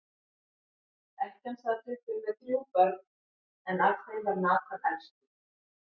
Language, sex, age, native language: Icelandic, female, 50-59, Icelandic